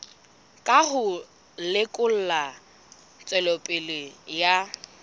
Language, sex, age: Southern Sotho, female, 20